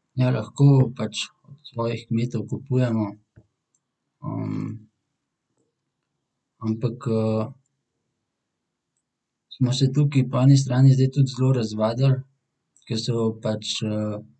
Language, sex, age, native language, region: Slovenian, male, 18-29, Slovenian, Central Slovenia